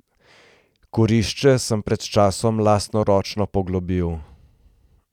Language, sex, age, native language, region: Slovenian, male, 30-49, Slovenian, Gorenjska region